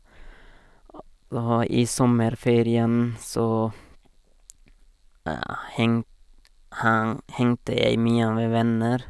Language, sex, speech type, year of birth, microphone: Norwegian, male, spontaneous, 1989, Sennheiser